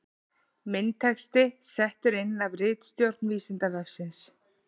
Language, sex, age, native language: Icelandic, female, 40-49, Icelandic